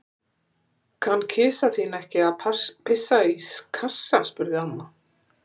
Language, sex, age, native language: Icelandic, female, 60-69, Icelandic